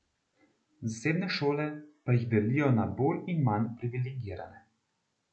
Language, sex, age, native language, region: Slovenian, male, 18-29, Slovenian, Central Slovenia